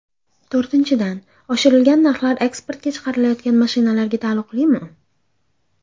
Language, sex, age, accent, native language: Uzbek, female, 18-24, Andijon, Uzbek